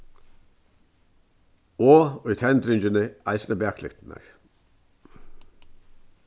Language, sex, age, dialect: Faroese, male, 61+, Vágar